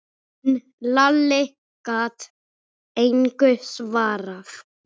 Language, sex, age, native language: Icelandic, male, 6, Icelandic